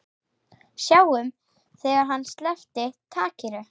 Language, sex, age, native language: Icelandic, female, 8, Icelandic